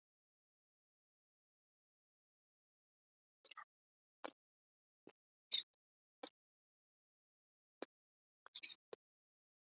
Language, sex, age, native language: Icelandic, female, 40-49, Icelandic